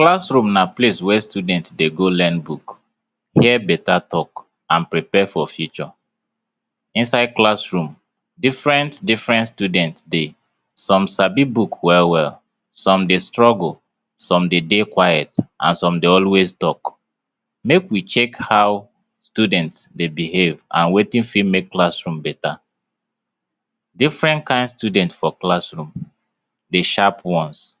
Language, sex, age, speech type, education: Nigerian Pidgin, male, 30-45, spontaneous, tertiary